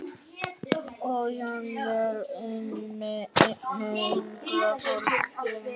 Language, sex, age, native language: Icelandic, female, 9, Icelandic